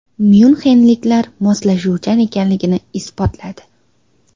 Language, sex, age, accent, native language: Uzbek, female, 19-29, Xorazm, Uzbek